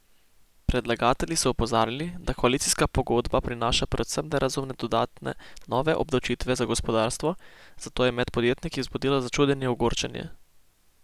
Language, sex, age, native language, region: Slovenian, male, 18-29, Slovenian, Posavska region